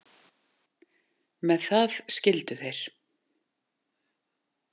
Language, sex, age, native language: Icelandic, female, 40-49, Icelandic